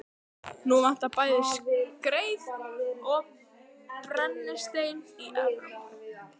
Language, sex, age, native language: Icelandic, female, 12, Icelandic